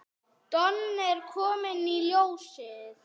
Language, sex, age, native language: Icelandic, female, 6, Icelandic